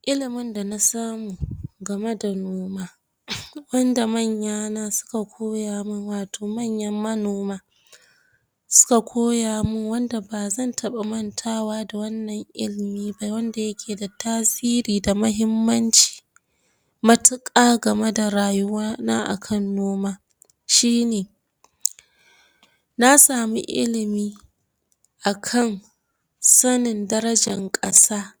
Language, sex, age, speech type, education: Hausa, female, 46-60, spontaneous, tertiary